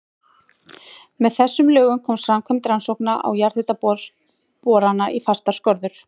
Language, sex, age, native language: Icelandic, female, 18-19, Icelandic